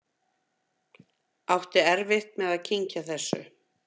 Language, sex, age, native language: Icelandic, female, 50-59, Icelandic